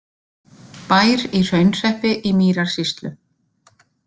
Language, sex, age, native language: Icelandic, female, 50-59, Icelandic